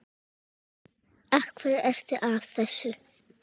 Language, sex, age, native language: Icelandic, female, 7, Czech